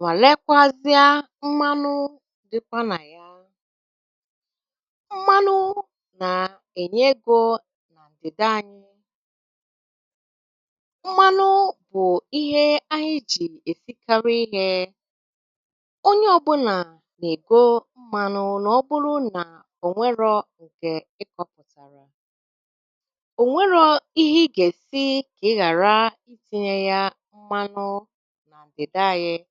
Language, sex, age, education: Igbo, female, 30-45, tertiary